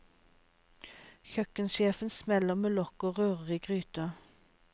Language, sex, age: Norwegian, female, 36